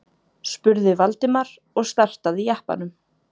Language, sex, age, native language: Icelandic, female, 20-29, Icelandic